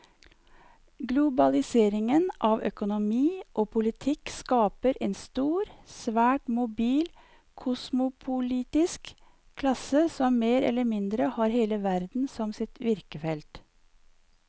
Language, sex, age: Norwegian, female, 54